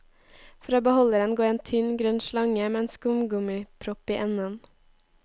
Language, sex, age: Norwegian, female, 18